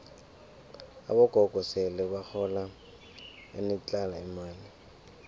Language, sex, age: South Ndebele, male, 24